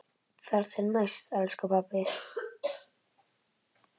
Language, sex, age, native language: Icelandic, male, 10, Icelandic